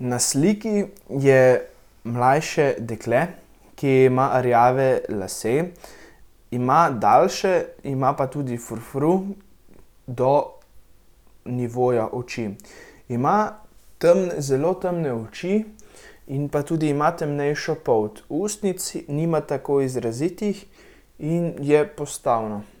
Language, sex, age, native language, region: Slovenian, male, 18-29, Slovenian, Central Slovenia